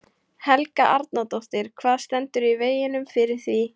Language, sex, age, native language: Icelandic, female, 18-19, Icelandic